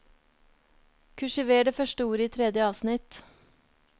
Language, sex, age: Norwegian, female, 30